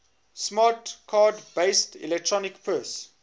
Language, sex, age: English, male, 21